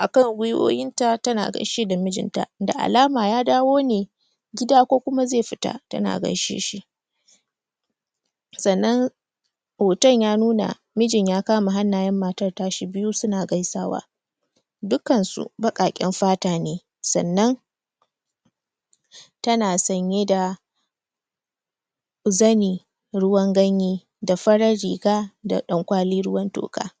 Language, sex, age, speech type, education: Hausa, female, 30-45, spontaneous, primary